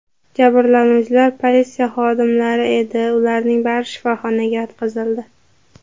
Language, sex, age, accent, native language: Uzbek, male, 18-24, Andijon, Uzbek